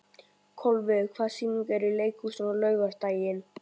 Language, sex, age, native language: Icelandic, male, 12, Icelandic